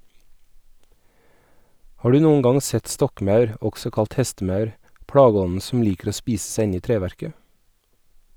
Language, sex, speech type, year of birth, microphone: Norwegian, male, read, 1981, Sennheiser